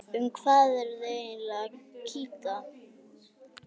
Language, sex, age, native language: Icelandic, female, 11, Icelandic